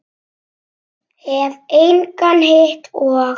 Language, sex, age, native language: Icelandic, male, 7, Icelandic